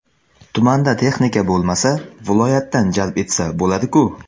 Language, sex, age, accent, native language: Uzbek, male, under 19, Samarqand, Uzbek